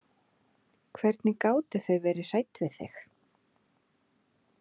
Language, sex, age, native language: Icelandic, female, 30-39, Icelandic